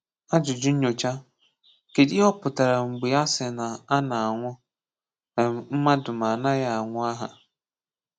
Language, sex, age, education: Igbo, male, 15-29, tertiary